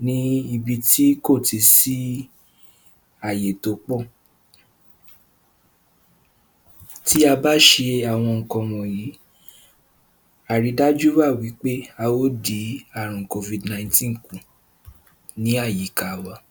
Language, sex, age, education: Yoruba, male, 15-29, tertiary